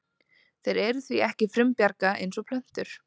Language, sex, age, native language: Icelandic, female, 20-29, Icelandic